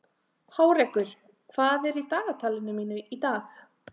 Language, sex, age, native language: Icelandic, female, 30-39, Icelandic